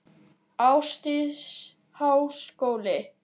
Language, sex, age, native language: Icelandic, male, 9, Icelandic